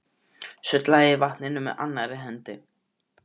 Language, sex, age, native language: Icelandic, male, 12, Icelandic